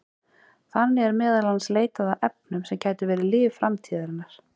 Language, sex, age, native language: Icelandic, male, 40-49, Icelandic